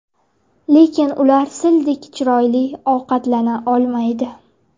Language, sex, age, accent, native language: Uzbek, female, 18-24, Navoiy, Uzbek